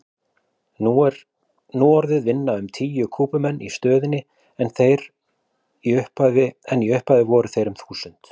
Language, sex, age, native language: Icelandic, male, 40-49, Icelandic